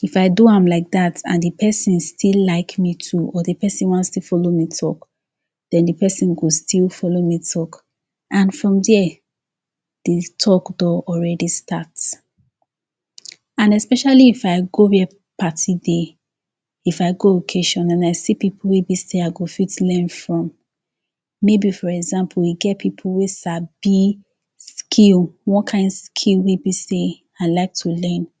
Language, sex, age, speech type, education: Nigerian Pidgin, female, 15-29, spontaneous, tertiary